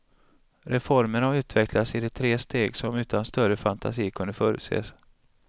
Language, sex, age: Swedish, male, 35